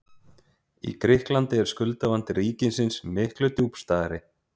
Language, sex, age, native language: Icelandic, male, 30-39, Icelandic